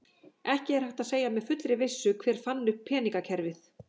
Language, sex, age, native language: Icelandic, female, 40-49, Icelandic